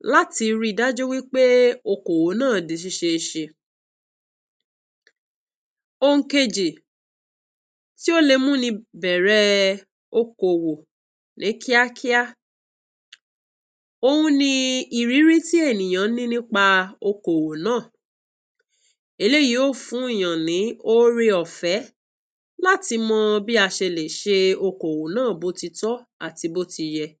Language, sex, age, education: Yoruba, female, 46-60, tertiary